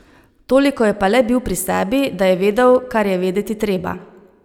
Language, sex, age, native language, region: Slovenian, female, 30-49, Slovenian, Savinja region